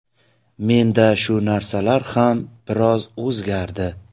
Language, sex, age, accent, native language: Uzbek, male, 25-34, Samarqand, Uzbek